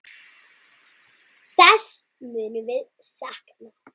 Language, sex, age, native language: Icelandic, male, 9, Icelandic